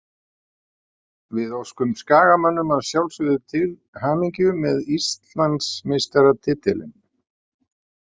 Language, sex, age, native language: Icelandic, male, 50-59, Icelandic